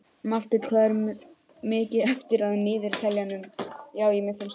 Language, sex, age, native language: Icelandic, female, 18-19, Icelandic